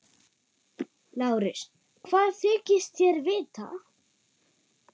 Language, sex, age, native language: Icelandic, female, 9, German